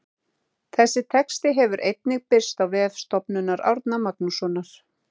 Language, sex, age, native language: Icelandic, female, 30-39, Icelandic